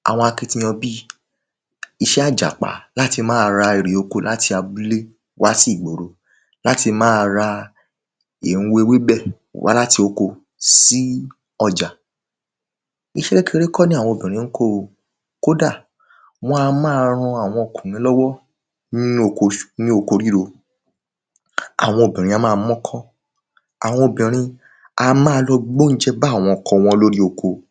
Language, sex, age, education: Yoruba, male, 15-29, tertiary